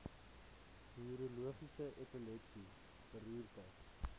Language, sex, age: Afrikaans, male, 20